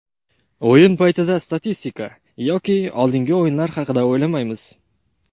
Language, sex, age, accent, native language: Uzbek, male, 19-29, Qoraqalpog'iston, Karakalpak